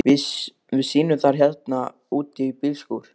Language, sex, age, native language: Icelandic, male, 13, Icelandic